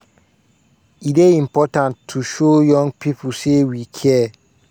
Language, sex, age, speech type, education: Nigerian Pidgin, male, 15-29, spontaneous, tertiary